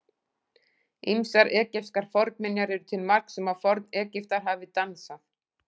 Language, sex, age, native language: Icelandic, female, 40-49, Icelandic